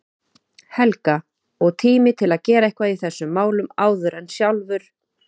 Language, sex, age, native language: Icelandic, female, 30-39, Icelandic